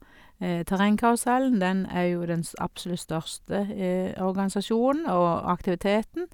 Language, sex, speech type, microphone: Norwegian, female, spontaneous, Sennheiser